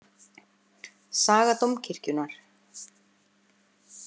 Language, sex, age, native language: Icelandic, female, 50-59, Icelandic